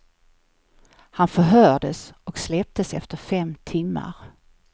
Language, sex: Swedish, female